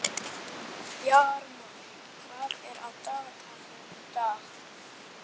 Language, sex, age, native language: Icelandic, male, 11, Icelandic